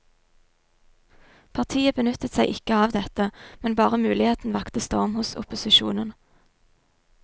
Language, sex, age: Norwegian, female, 22